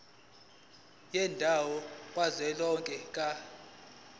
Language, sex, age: Zulu, male, 20